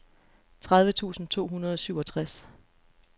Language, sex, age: Danish, female, 29